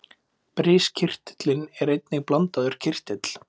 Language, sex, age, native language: Icelandic, male, 20-29, Icelandic